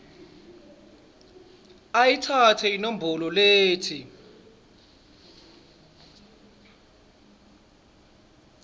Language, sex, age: Swati, male, 26